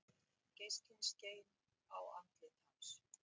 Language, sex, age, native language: Icelandic, female, 60-69, Icelandic